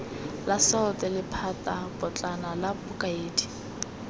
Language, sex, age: Tswana, female, 18